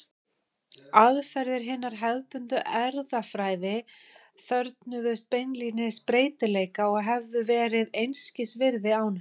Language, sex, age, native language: Icelandic, female, 50-59, Icelandic